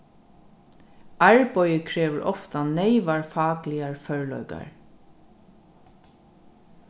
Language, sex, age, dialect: Faroese, female, 36-60, Norðurstreymoy/Eysturoy